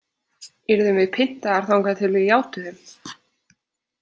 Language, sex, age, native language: Icelandic, female, 20-29, Icelandic